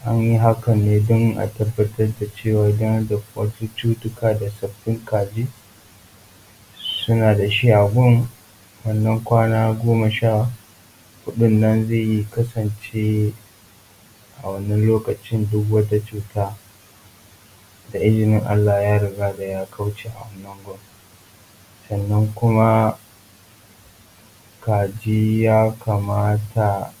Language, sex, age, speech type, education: Hausa, male, 15-29, spontaneous, tertiary